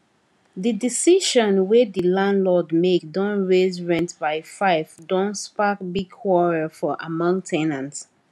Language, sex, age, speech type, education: Nigerian Pidgin, female, 15-29, spontaneous, tertiary